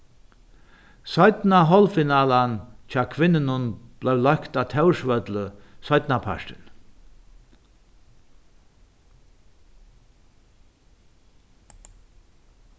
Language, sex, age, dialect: Faroese, male, 61+, Norðuroyggjar